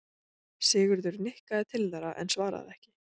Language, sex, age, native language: Icelandic, female, 20-29, Icelandic